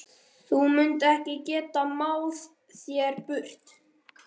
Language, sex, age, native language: Icelandic, male, 13, Icelandic